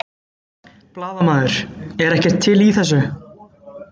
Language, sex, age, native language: Icelandic, male, 20-29, Icelandic